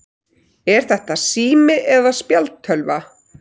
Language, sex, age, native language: Icelandic, female, 30-39, Icelandic